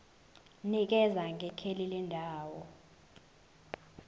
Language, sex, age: Zulu, female, 18